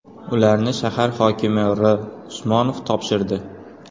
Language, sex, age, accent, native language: Uzbek, male, 18-24, Qoraqalpog'iston, Uzbek